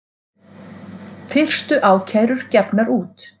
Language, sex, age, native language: Icelandic, female, 40-49, Icelandic